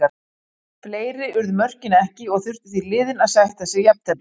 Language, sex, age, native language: Icelandic, female, 40-49, Icelandic